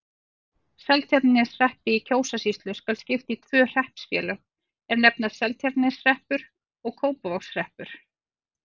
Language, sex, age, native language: Icelandic, female, 40-49, Icelandic